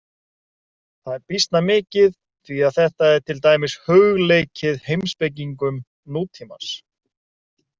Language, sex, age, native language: Icelandic, male, 30-39, Icelandic